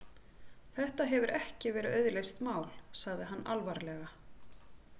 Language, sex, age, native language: Icelandic, female, 40-49, Icelandic